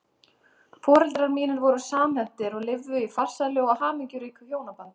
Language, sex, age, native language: Icelandic, female, 30-39, Icelandic